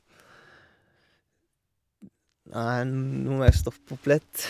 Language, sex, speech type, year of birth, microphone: Norwegian, male, spontaneous, 1978, Shure